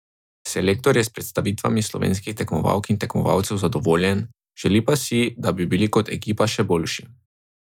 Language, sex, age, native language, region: Slovenian, male, 18-29, Slovenian, Drava region